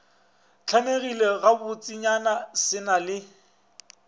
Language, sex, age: Northern Sotho, male, 24